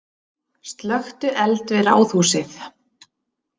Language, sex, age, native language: Icelandic, female, 30-39, Icelandic